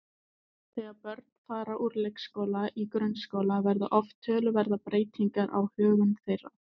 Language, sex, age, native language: Icelandic, female, 20-29, Icelandic